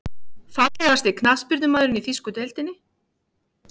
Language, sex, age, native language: Icelandic, female, 50-59, Icelandic